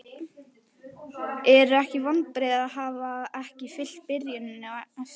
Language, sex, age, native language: Icelandic, female, 12, Icelandic